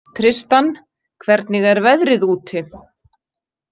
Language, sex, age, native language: Icelandic, female, 40-49, Icelandic